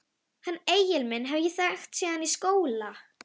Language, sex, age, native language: Icelandic, female, 11, Icelandic